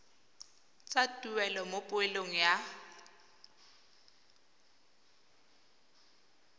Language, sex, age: Tswana, female, 20